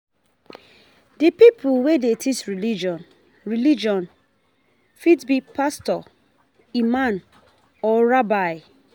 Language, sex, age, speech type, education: Nigerian Pidgin, female, 30-45, spontaneous, tertiary